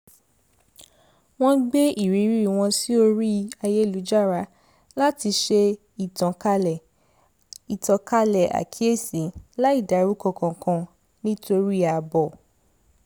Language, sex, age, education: Yoruba, female, 15-29, secondary